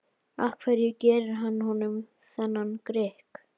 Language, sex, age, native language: Icelandic, female, 12, Icelandic